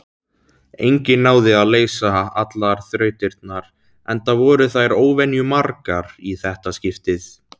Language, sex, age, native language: Icelandic, male, 17, Icelandic